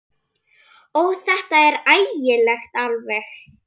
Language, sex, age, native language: Icelandic, female, 8, Icelandic